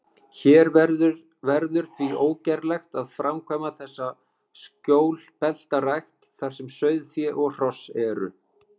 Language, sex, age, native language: Icelandic, male, 30-39, Icelandic